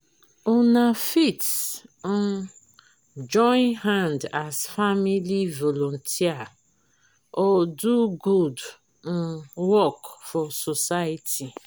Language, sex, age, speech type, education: Nigerian Pidgin, female, 30-45, spontaneous, tertiary